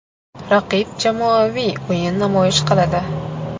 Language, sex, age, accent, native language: Uzbek, female, 12-17, Namangan, Uzbek